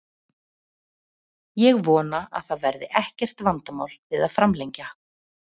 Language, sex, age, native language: Icelandic, female, 40-49, Icelandic